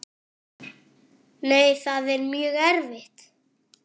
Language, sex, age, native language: Icelandic, male, 8, French